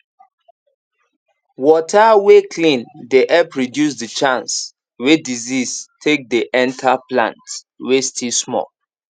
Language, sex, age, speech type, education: Nigerian Pidgin, male, 15-29, spontaneous, tertiary